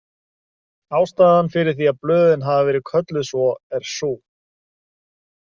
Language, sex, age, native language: Icelandic, male, 30-39, Icelandic